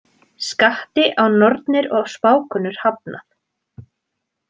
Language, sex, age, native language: Icelandic, female, 20-29, Icelandic